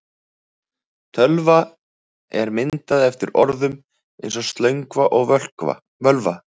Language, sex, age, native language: Icelandic, male, 30-39, Icelandic